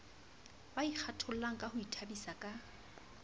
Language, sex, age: Southern Sotho, female, 35